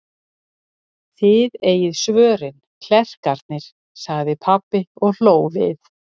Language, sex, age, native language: Icelandic, female, 60-69, Icelandic